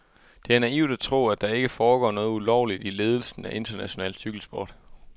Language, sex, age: Danish, male, 24